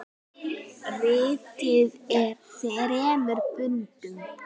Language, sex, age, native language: Icelandic, female, 9, Icelandic